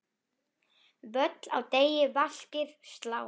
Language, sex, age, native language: Icelandic, female, 7, Icelandic